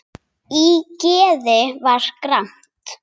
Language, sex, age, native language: Icelandic, female, 8, Icelandic